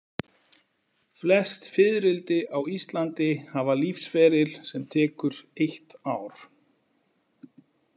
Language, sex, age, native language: Icelandic, male, 40-49, Icelandic